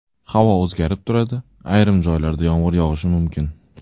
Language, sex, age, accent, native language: Uzbek, male, 19-29, Toshkent shahri, Uzbek